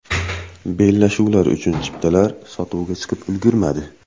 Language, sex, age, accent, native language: Uzbek, male, 25-34, Andijon, Uzbek